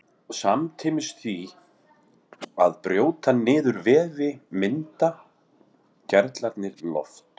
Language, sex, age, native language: Icelandic, male, 40-49, Icelandic